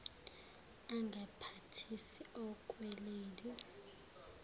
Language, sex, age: Zulu, female, 19